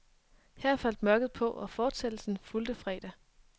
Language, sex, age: Danish, female, 23